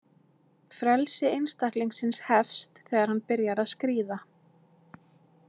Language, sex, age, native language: Icelandic, female, 20-29, Icelandic